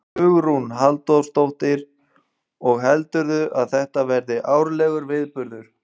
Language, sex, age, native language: Icelandic, male, 20-29, Icelandic